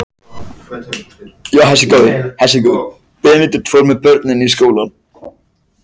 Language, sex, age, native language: Icelandic, male, 14, Icelandic